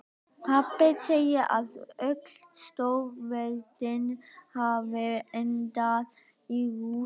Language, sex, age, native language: Icelandic, female, 12, Icelandic